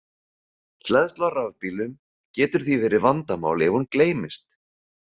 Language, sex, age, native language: Icelandic, male, 40-49, Icelandic